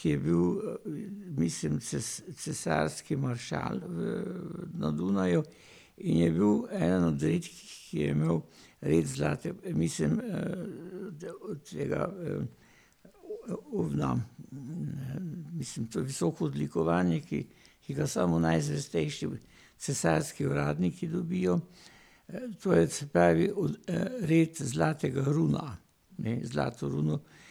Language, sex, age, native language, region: Slovenian, male, 60+, Slovenian, Pomurje region